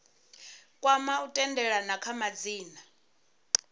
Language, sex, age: Venda, female, 34